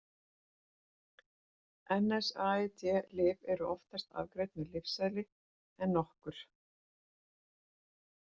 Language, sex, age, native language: Icelandic, female, 40-49, Icelandic